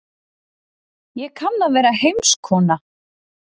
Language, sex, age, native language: Icelandic, female, 30-39, Icelandic